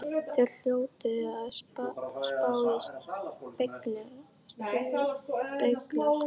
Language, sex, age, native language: Icelandic, female, 11, Icelandic